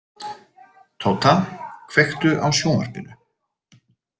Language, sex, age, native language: Icelandic, male, 30-39, Icelandic